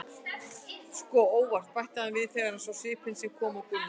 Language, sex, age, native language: Icelandic, female, 60-69, Icelandic